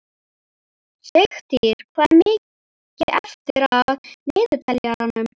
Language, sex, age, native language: Icelandic, male, 11, Icelandic